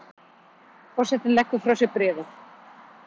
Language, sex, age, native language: Icelandic, female, 40-49, Icelandic